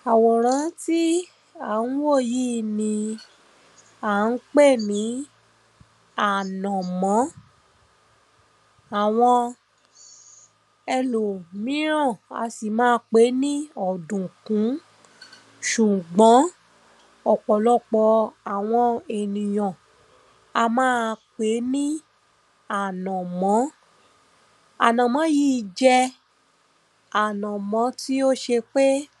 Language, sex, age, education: Yoruba, female, 15-29, primary